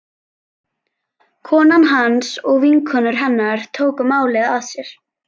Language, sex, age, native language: Icelandic, female, 11, Icelandic